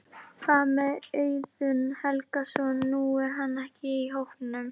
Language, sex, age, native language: Icelandic, female, 11, Icelandic